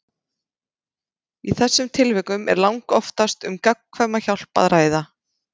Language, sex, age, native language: Icelandic, female, 30-39, Icelandic